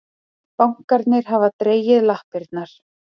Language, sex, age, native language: Icelandic, female, 30-39, Icelandic